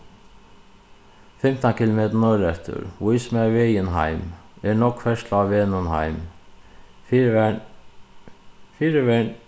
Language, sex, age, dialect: Faroese, male, 36-60, Suðuroy